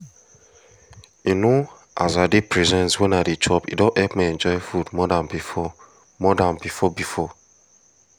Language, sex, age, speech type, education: Nigerian Pidgin, male, 15-29, spontaneous, tertiary